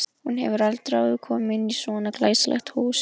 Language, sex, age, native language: Icelandic, female, 11, Icelandic